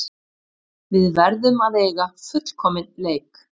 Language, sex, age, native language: Icelandic, female, 50-59, Icelandic